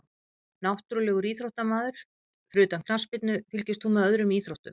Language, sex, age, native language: Icelandic, female, 50-59, Icelandic